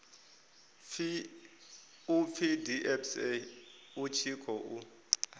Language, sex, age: Venda, male, 22